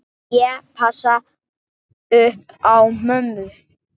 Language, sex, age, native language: Icelandic, female, 7, English